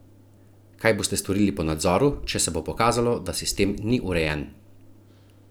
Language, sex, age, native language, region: Slovenian, male, 30-49, Slovenian, Central Slovenia